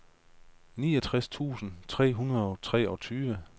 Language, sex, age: Danish, male, 35